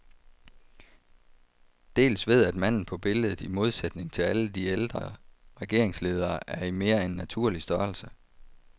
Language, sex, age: Danish, male, 35